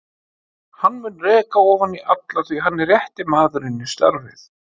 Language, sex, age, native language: Icelandic, male, 50-59, Icelandic